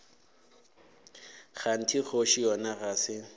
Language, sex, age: Northern Sotho, male, 18